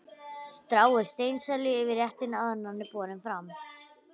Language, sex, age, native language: Icelandic, female, 11, Icelandic